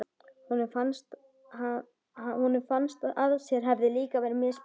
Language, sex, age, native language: Icelandic, female, 12, Icelandic